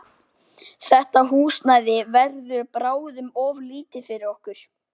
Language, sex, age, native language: Icelandic, male, 12, Icelandic